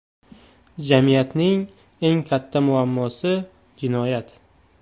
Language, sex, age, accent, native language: Uzbek, male, 18-24, Toshkent shahri, Tajik